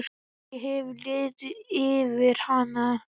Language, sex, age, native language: Icelandic, male, 10, Icelandic